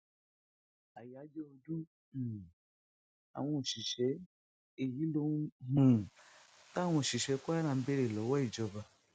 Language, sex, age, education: Yoruba, female, 46-60, tertiary